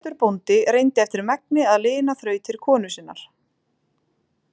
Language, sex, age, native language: Icelandic, female, 20-29, Icelandic